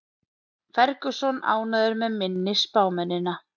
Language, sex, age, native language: Icelandic, female, 30-39, Icelandic